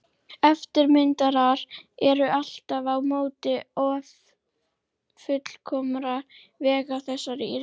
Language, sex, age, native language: Icelandic, female, 30-39, Icelandic